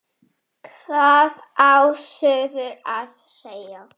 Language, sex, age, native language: Icelandic, female, 7, Polish